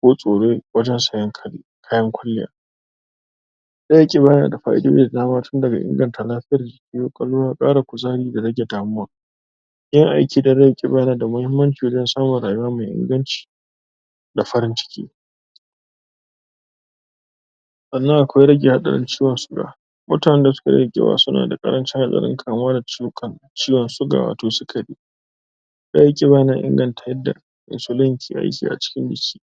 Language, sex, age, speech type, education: Hausa, male, 15-29, spontaneous, tertiary